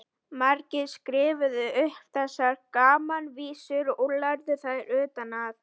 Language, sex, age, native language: Icelandic, female, 12, Icelandic